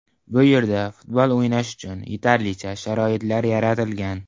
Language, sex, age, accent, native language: Uzbek, male, 12-17, Navoiy, Uzbek